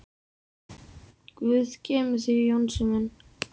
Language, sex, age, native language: Icelandic, female, 7, Icelandic